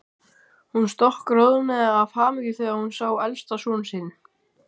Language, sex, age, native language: Icelandic, male, 12, Icelandic